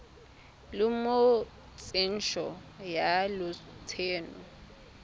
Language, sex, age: Tswana, female, 24